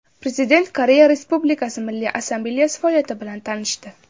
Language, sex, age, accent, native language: Uzbek, female, under 19, Samarqand, Uzbek